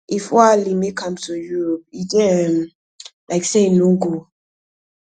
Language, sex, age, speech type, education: Nigerian Pidgin, female, 15-29, spontaneous, tertiary